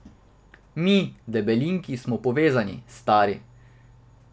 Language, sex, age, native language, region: Slovenian, male, 18-29, Slovenian, Drava region